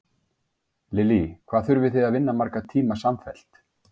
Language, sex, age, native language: Icelandic, male, 50-59, Icelandic